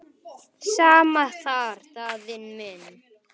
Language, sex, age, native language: Icelandic, male, 10, Icelandic